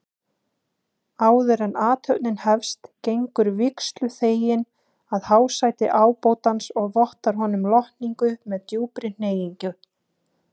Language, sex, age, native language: Icelandic, female, 20-29, Icelandic